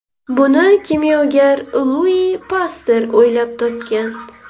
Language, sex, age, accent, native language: Uzbek, female, 18-24, Navoiy, Uzbek